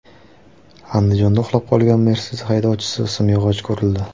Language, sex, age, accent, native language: Uzbek, male, 18-24, Surxondaryo, Uzbek